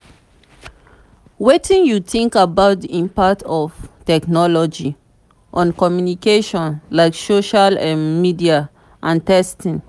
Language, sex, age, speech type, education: Nigerian Pidgin, female, 30-45, spontaneous, tertiary